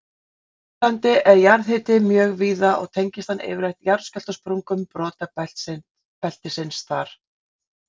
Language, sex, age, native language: Icelandic, female, 40-49, Icelandic